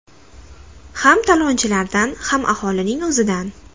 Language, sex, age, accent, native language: Uzbek, female, 19-29, Toshkent shahri, Uzbek